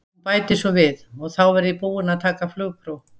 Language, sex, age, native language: Icelandic, female, 17, Icelandic